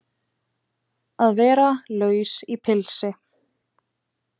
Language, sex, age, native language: Icelandic, female, 20-29, Icelandic